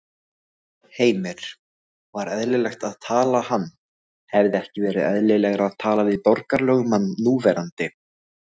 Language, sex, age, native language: Icelandic, other, 18-19, Icelandic